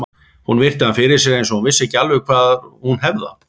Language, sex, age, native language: Icelandic, male, 40-49, Icelandic